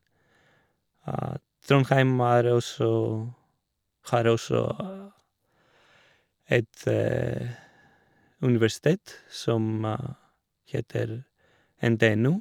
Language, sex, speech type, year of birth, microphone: Norwegian, male, spontaneous, 1986, Shure